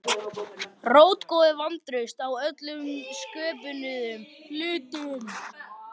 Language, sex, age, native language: Icelandic, male, 13, Icelandic